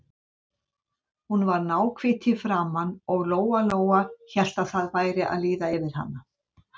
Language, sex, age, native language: Icelandic, female, 70-79, Icelandic